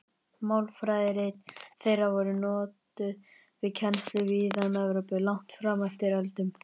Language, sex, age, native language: Icelandic, male, 20-29, Icelandic